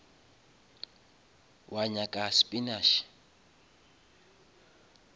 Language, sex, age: Northern Sotho, male, 26